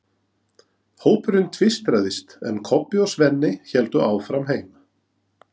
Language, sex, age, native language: Icelandic, male, 40-49, Norwegian